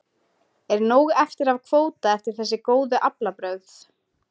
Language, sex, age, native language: Icelandic, female, 20-29, Icelandic